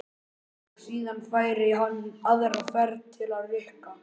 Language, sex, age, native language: Icelandic, male, 11, Icelandic